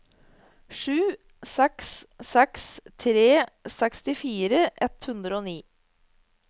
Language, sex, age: Norwegian, female, 30